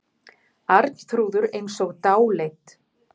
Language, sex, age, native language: Icelandic, female, 50-59, Icelandic